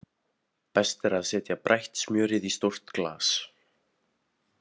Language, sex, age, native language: Icelandic, male, 18-19, Icelandic